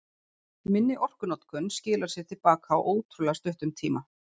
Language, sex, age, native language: Icelandic, female, 40-49, Icelandic